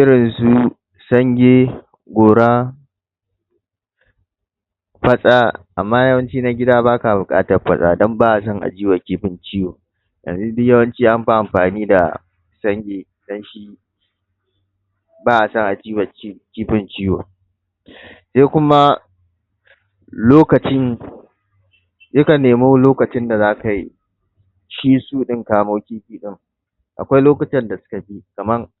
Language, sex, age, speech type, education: Hausa, male, 15-29, spontaneous, tertiary